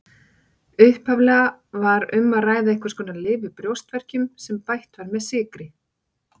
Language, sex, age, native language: Icelandic, female, 40-49, Icelandic